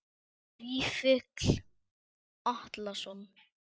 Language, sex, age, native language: Icelandic, male, 10, Icelandic